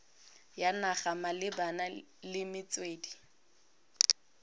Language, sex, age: Tswana, female, 18